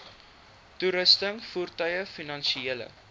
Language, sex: Afrikaans, male